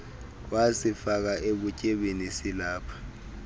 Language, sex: Xhosa, male